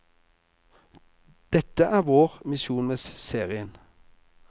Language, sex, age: Norwegian, male, 48